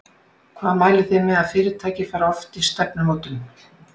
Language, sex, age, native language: Icelandic, female, 60-69, Icelandic